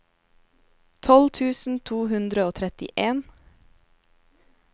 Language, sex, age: Norwegian, female, 27